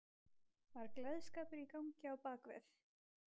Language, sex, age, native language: Icelandic, female, 20-29, Icelandic